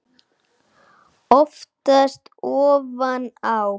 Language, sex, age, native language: Icelandic, male, 9, Icelandic